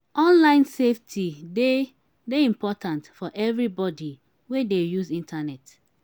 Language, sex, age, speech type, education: Nigerian Pidgin, female, 30-45, spontaneous, tertiary